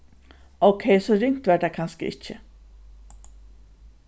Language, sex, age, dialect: Faroese, female, 36-60, Suðurstreymoy